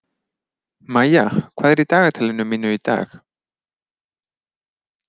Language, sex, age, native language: Icelandic, male, 30-39, Icelandic